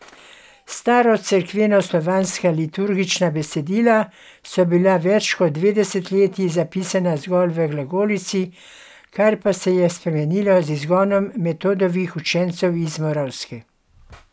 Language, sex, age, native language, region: Slovenian, female, 60+, Slovenian, Gorenjska region